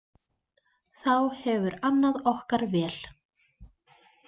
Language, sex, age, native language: Icelandic, female, 20-29, Icelandic